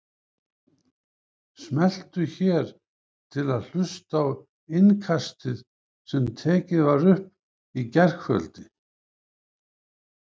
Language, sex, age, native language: Icelandic, male, 70-79, Icelandic